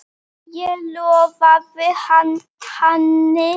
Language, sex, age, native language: Icelandic, male, 8, Icelandic